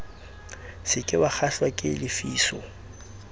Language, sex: Southern Sotho, male